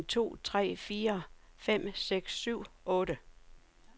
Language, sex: Danish, female